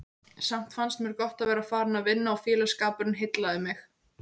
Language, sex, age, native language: Icelandic, female, 18-19, Icelandic